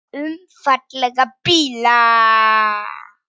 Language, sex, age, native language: Icelandic, female, 9, Polish